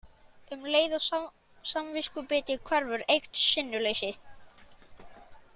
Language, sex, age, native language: Icelandic, male, 20-29, Icelandic